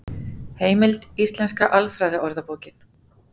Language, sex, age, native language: Icelandic, female, 40-49, Icelandic